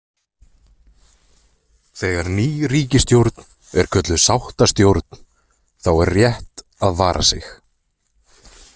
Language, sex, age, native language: Icelandic, male, 20-29, Icelandic